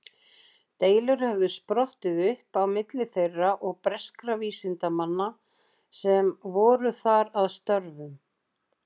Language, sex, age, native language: Icelandic, female, 60-69, Icelandic